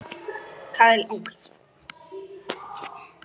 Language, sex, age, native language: Icelandic, male, 11, Icelandic